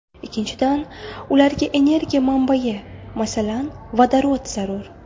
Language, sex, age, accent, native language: Uzbek, female, 18-24, Buxoro, Uzbek